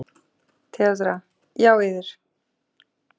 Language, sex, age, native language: Icelandic, female, 40-49, Icelandic